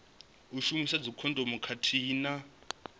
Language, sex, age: Venda, male, 25